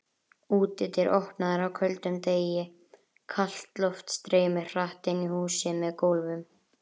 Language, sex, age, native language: Icelandic, female, 30-39, Icelandic